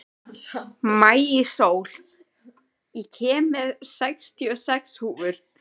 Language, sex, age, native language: Icelandic, female, 13, Icelandic